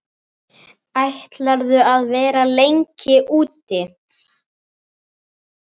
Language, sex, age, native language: Icelandic, female, 9, Icelandic